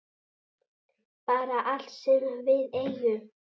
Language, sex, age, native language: Icelandic, male, 8, Icelandic